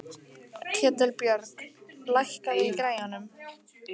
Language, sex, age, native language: Icelandic, female, 15, Icelandic